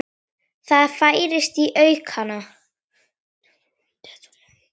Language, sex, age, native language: Icelandic, female, 10, Icelandic